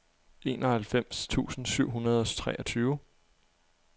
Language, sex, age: Danish, male, 23